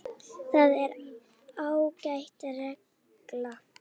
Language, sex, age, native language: Icelandic, female, 8, Icelandic